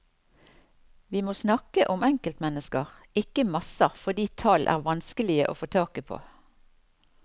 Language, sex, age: Norwegian, female, 54